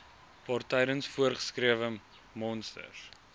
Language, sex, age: Afrikaans, male, 19